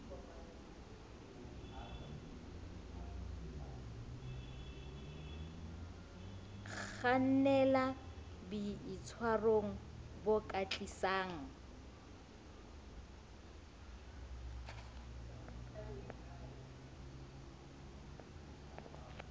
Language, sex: Southern Sotho, female